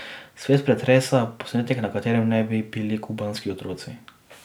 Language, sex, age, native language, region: Slovenian, male, 18-29, Slovenian, Drava region